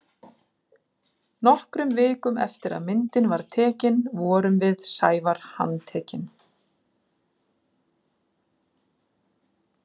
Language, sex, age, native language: Icelandic, female, 40-49, Icelandic